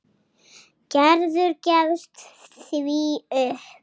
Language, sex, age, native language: Icelandic, female, 7, Icelandic